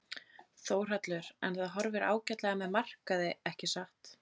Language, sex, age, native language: Icelandic, female, 30-39, Icelandic